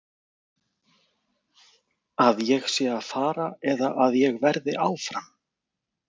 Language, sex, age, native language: Icelandic, male, 40-49, Icelandic